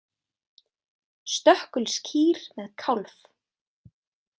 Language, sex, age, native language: Icelandic, female, 20-29, Icelandic